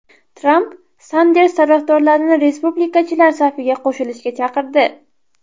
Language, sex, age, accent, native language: Uzbek, female, 12-17, Toshkent viloyati, Uzbek